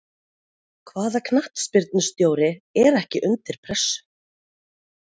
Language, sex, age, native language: Icelandic, female, 40-49, Icelandic